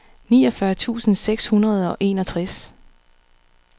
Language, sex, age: Danish, female, 39